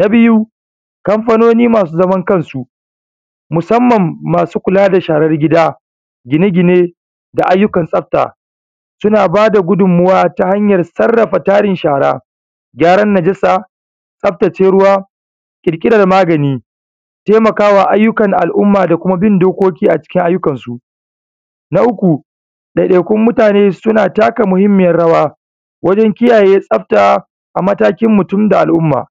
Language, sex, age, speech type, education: Hausa, male, 15-29, spontaneous, primary